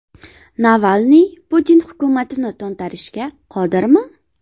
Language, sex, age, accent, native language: Uzbek, female, 18-24, Farg'ona, Uzbek